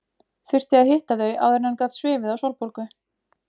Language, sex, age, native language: Icelandic, female, 20-29, Icelandic